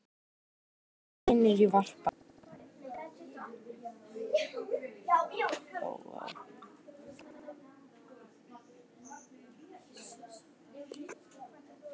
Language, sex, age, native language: Icelandic, male, 10, Icelandic